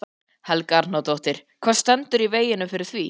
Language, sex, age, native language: Icelandic, male, 13, Icelandic